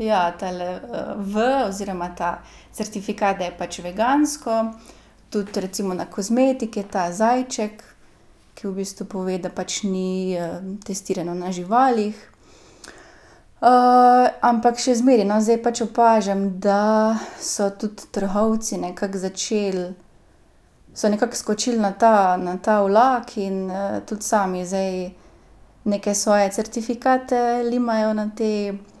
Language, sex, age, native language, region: Slovenian, female, 18-29, Slovenian, Gorica region